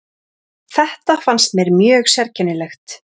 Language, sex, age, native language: Icelandic, female, 30-39, Icelandic